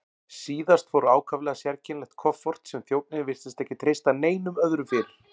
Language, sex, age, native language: Icelandic, male, 40-49, Icelandic